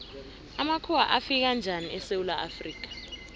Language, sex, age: South Ndebele, female, 19